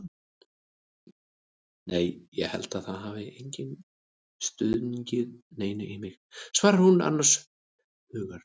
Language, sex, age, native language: Icelandic, male, 30-39, Icelandic